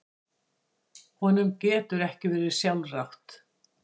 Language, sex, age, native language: Icelandic, female, 60-69, Icelandic